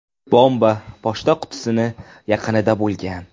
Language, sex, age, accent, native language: Uzbek, male, 18-24, Jizzax, Uzbek